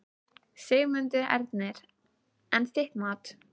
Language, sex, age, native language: Icelandic, female, 13, Icelandic